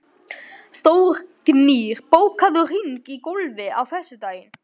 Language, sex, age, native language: Icelandic, male, 12, Icelandic